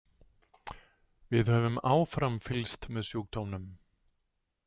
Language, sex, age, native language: Icelandic, male, 60-69, Icelandic